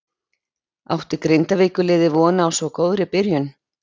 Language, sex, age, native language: Icelandic, female, 30-39, Icelandic